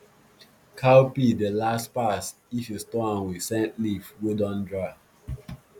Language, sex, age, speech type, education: Nigerian Pidgin, male, 15-29, spontaneous, tertiary